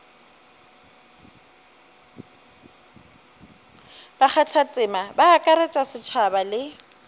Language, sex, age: Northern Sotho, female, 30